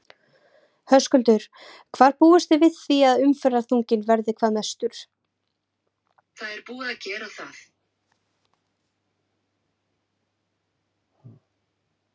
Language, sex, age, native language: Icelandic, female, 20-29, Icelandic